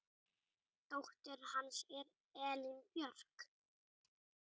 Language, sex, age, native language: Icelandic, female, 8, Icelandic